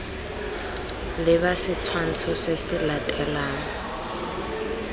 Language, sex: Tswana, female